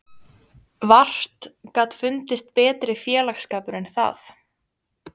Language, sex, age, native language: Icelandic, female, 20-29, Icelandic